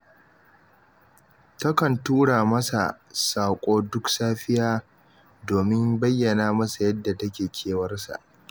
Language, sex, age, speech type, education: Hausa, male, 15-29, read, tertiary